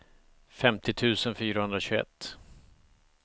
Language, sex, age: Swedish, male, 45